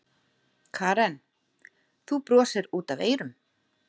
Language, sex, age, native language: Icelandic, female, 40-49, Icelandic